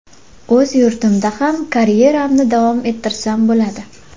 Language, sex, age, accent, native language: Uzbek, female, 18-24, Farg'ona, Uzbek